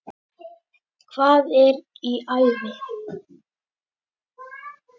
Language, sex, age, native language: Icelandic, male, 10, Icelandic